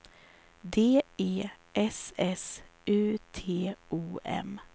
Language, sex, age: Swedish, female, 34